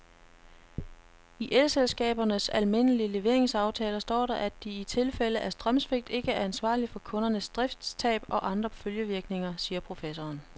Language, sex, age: Danish, female, 33